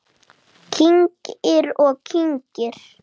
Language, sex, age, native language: Icelandic, male, 8, Icelandic